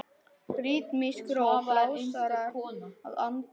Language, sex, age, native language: Icelandic, male, 10, Icelandic